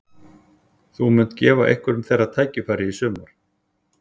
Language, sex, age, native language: Icelandic, male, 40-49, Icelandic